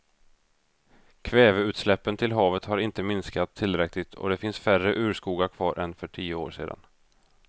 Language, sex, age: Swedish, male, 32